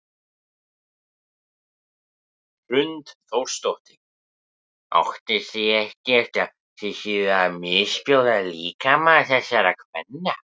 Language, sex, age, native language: Icelandic, male, 18-19, Icelandic